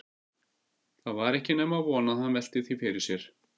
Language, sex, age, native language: Icelandic, male, 50-59, Icelandic